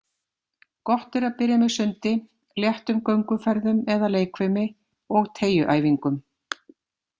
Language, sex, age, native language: Icelandic, female, 50-59, Icelandic